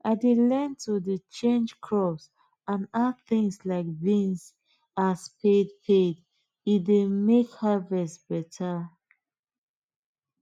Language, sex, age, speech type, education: Nigerian Pidgin, female, 30-45, spontaneous, tertiary